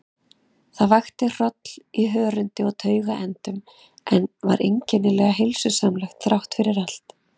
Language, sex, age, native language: Icelandic, female, 30-39, Icelandic